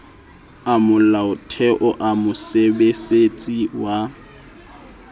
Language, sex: Southern Sotho, male